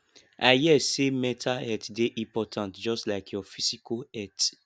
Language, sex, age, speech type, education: Nigerian Pidgin, male, 15-29, spontaneous, tertiary